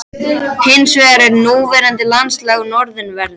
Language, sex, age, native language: Icelandic, male, 13, Icelandic